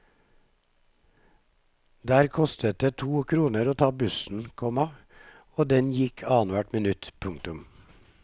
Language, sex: Norwegian, male